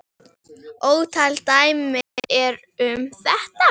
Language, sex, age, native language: Icelandic, female, 10, Icelandic